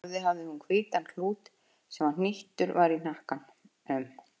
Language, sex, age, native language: Icelandic, female, 50-59, Icelandic